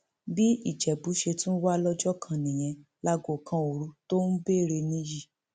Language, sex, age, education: Yoruba, female, 15-29, tertiary